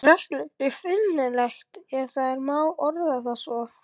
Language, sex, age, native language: Icelandic, male, 11, Icelandic